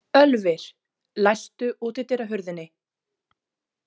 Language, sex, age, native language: Icelandic, female, 30-39, Icelandic